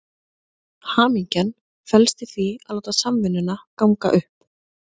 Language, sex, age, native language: Icelandic, female, 30-39, Icelandic